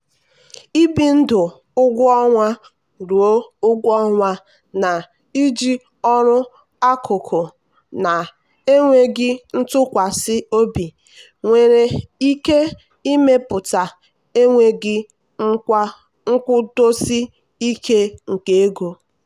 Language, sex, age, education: Igbo, female, 15-29, tertiary